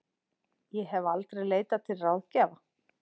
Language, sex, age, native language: Icelandic, female, 40-49, Icelandic